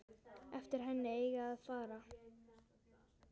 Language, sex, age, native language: Icelandic, female, 10, Icelandic